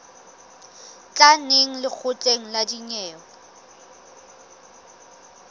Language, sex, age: Southern Sotho, female, 23